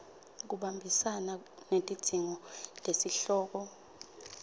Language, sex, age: Swati, female, 25